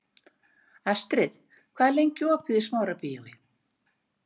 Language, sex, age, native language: Icelandic, female, 60-69, Icelandic